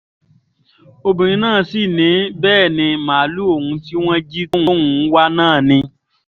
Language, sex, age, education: Yoruba, female, 15-29, tertiary